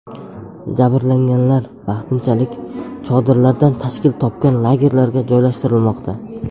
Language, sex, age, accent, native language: Uzbek, male, under 19, Samarqand, Uzbek